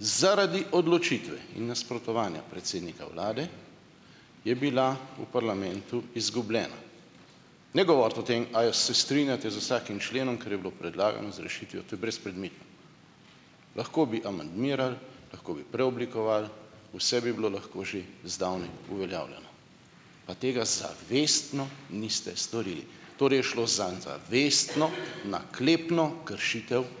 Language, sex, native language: Slovenian, male, Slovenian